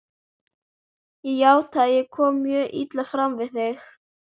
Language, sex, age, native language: Icelandic, female, 11, Icelandic